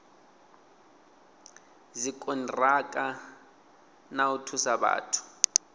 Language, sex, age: Venda, male, 20